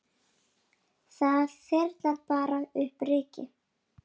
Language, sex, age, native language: Icelandic, female, 8, Icelandic